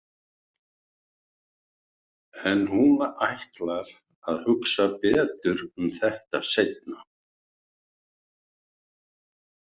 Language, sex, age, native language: Icelandic, male, 60-69, Icelandic